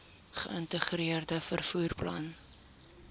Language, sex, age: Afrikaans, female, 22